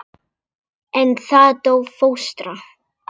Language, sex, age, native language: Icelandic, female, 8, Polish